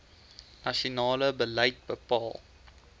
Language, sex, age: Afrikaans, male, 20